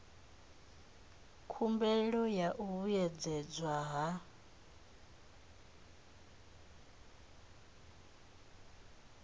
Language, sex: Venda, female